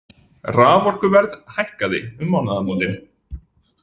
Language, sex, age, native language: Icelandic, male, 40-49, Icelandic